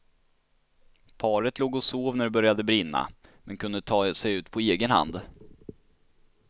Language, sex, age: Swedish, male, 16